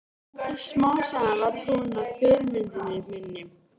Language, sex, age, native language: Icelandic, female, 13, Icelandic